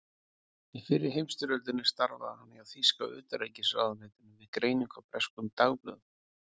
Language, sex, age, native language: Icelandic, male, 40-49, Icelandic